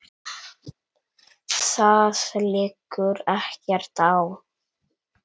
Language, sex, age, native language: Icelandic, male, 9, Icelandic